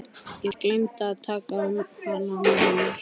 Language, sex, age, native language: Icelandic, male, 13, Icelandic